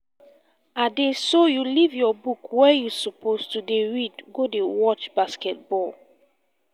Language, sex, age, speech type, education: Nigerian Pidgin, female, 15-29, spontaneous, tertiary